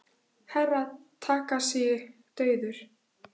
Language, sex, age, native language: Icelandic, female, 16, Icelandic